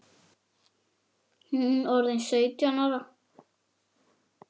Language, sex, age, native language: Icelandic, female, 9, Icelandic